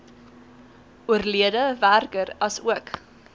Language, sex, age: Afrikaans, female, 18